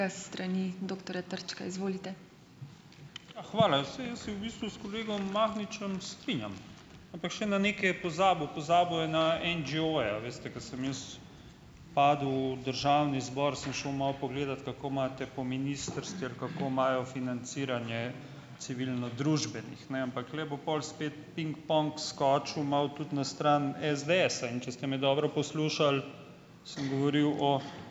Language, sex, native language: Slovenian, male, Slovenian